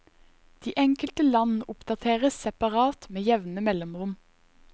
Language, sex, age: Norwegian, female, 21